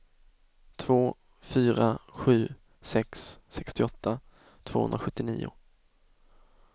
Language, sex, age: Swedish, male, 24